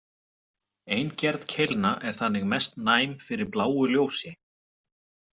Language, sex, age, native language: Icelandic, male, 40-49, Icelandic